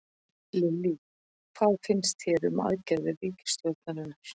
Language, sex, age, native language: Icelandic, female, 40-49, Icelandic